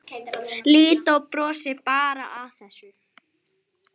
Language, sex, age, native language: Icelandic, female, 10, Icelandic